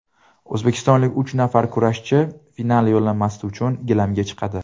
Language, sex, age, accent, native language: Uzbek, male, 19-29, Toshkent viloyati, Uzbek